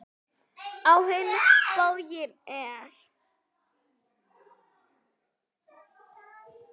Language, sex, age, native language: Icelandic, female, 8, Icelandic